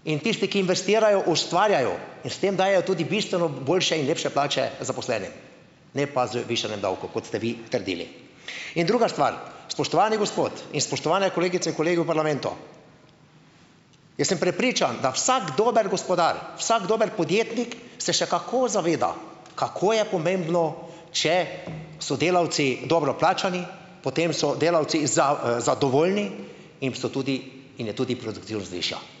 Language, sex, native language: Slovenian, male, Slovenian